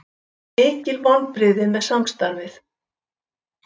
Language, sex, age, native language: Icelandic, female, 70-79, Icelandic